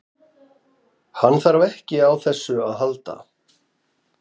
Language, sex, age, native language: Icelandic, female, 30-39, Icelandic